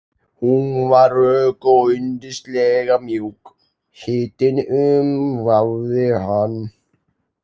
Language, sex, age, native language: Icelandic, male, 18-19, Icelandic